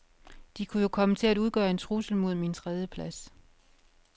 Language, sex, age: Danish, female, 51